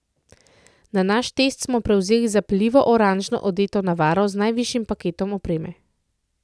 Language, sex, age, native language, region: Slovenian, female, 30-49, Slovenian, Central Slovenia